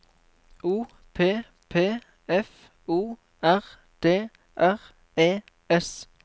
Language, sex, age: Norwegian, male, 23